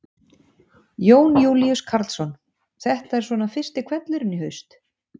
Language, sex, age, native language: Icelandic, female, 50-59, Icelandic